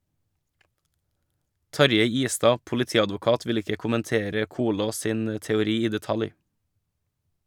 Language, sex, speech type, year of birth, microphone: Norwegian, male, read, 1985, Shure